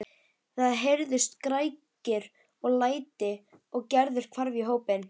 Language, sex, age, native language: Icelandic, female, 12, Icelandic